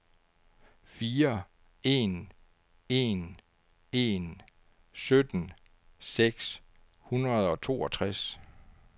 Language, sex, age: Danish, male, 49